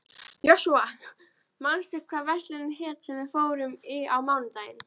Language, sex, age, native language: Icelandic, female, 13, Icelandic